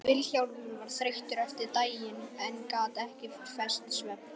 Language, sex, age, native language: Icelandic, male, 11, Icelandic